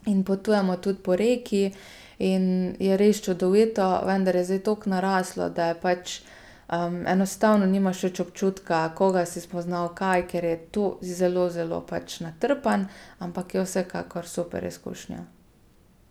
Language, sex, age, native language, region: Slovenian, female, 30-49, Slovenian, Gorica region